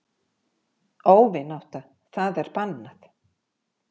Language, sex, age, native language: Icelandic, female, 50-59, Icelandic